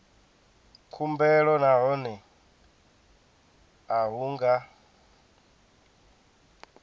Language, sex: Venda, male